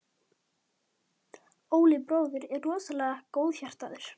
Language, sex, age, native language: Icelandic, female, 18-19, Icelandic